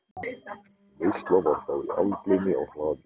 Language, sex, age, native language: Icelandic, male, 14, Icelandic